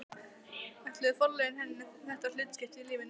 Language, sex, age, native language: Icelandic, female, 12, Icelandic